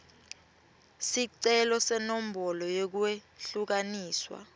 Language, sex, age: Swati, female, 21